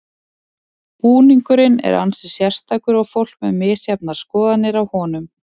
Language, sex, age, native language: Icelandic, female, 40-49, Icelandic